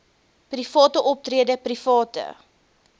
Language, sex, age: Afrikaans, female, 22